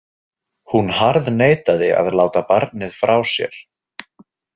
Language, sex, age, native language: Icelandic, male, 20-29, Icelandic